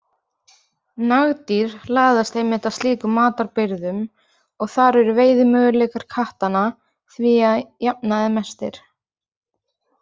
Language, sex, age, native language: Icelandic, female, 20-29, Icelandic